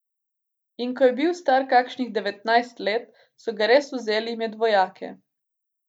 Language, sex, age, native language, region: Slovenian, female, 18-29, Slovenian, Gorica region